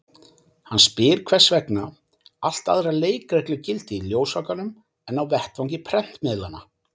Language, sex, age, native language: Icelandic, male, 40-49, Icelandic